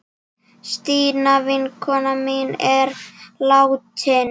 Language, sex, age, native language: Icelandic, female, 7, Icelandic